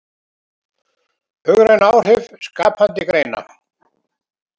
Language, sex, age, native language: Icelandic, male, 70-79, Icelandic